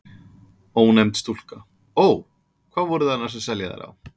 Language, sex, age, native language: Icelandic, male, 30-39, Icelandic